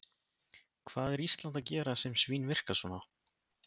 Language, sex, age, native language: Icelandic, male, 20-29, Icelandic